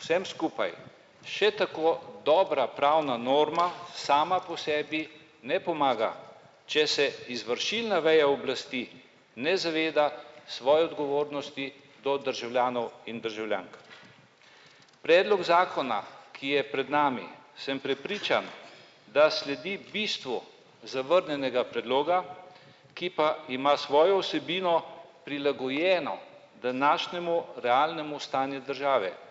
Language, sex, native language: Slovenian, male, Slovenian